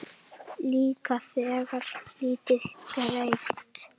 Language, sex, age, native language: Icelandic, male, 8, Icelandic